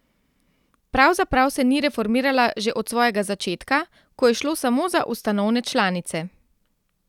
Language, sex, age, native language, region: Slovenian, female, 30-49, Slovenian, Central Slovenia